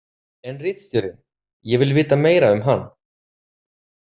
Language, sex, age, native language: Icelandic, male, 30-39, Icelandic